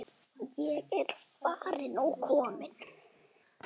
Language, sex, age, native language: Icelandic, male, 10, Icelandic